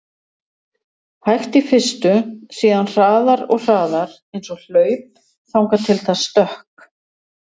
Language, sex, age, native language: Icelandic, female, 60-69, Icelandic